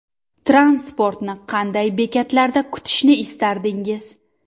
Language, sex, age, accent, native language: Uzbek, female, 19-29, Surxondaryo, Uzbek